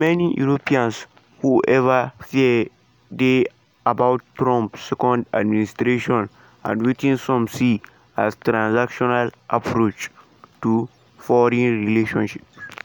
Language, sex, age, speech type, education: Nigerian Pidgin, male, 15-29, spontaneous, secondary